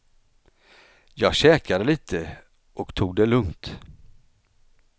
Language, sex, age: Swedish, male, 49